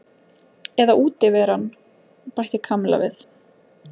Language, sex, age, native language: Icelandic, female, 20-29, Icelandic